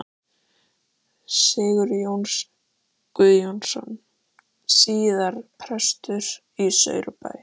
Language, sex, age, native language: Icelandic, female, 13, Icelandic